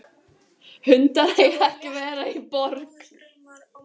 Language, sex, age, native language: Icelandic, other, 12, Icelandic